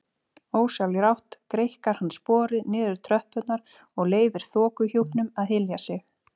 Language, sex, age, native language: Icelandic, female, 30-39, Icelandic